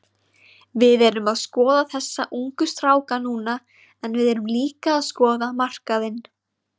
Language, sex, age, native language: Icelandic, female, 20-29, Icelandic